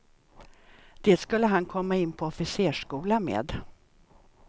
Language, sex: Swedish, female